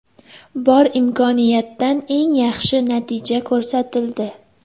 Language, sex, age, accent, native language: Uzbek, female, 18-24, Sirdaryo, Uzbek